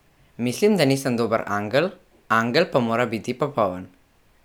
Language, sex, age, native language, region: Slovenian, male, 12-17, Slovenian, Central Slovenia